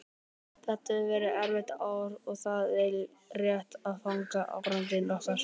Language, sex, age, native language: Icelandic, male, 18-19, Icelandic